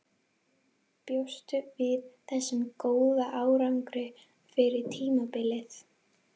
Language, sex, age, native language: Icelandic, female, 11, Icelandic